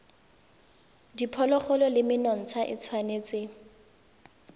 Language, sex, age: Tswana, female, 19